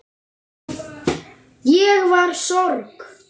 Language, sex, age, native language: Icelandic, male, 9, Icelandic